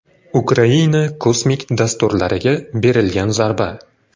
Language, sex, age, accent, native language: Uzbek, male, 25-34, Farg'ona, Uzbek